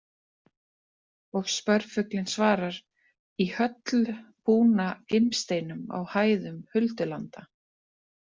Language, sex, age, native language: Icelandic, female, 30-39, Icelandic